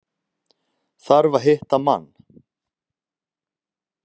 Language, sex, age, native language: Icelandic, male, 30-39, Icelandic